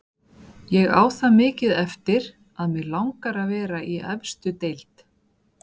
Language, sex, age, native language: Icelandic, female, 40-49, Icelandic